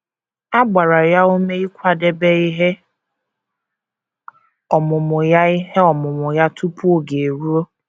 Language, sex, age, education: Igbo, female, 15-29, tertiary